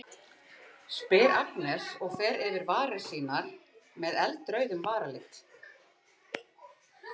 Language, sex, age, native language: Icelandic, female, 50-59, Icelandic